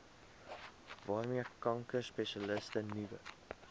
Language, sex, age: Afrikaans, male, 22